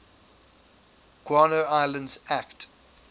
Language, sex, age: English, male, 22